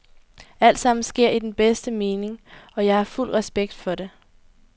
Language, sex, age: Danish, female, 18